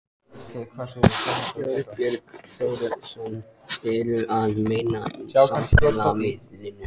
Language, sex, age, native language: Icelandic, male, 14, Icelandic